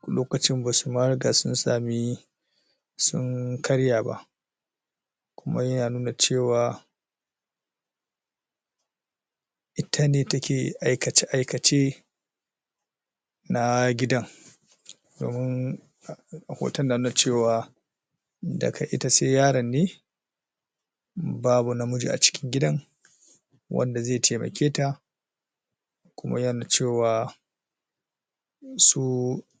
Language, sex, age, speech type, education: Hausa, male, 30-45, spontaneous, tertiary